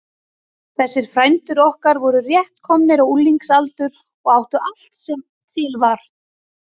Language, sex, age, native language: Icelandic, female, 40-49, Icelandic